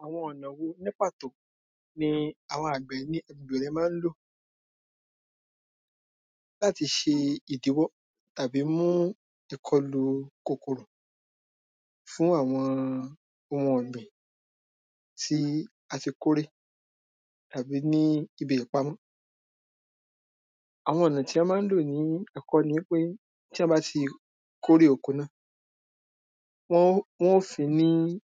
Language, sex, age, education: Yoruba, male, 15-29, primary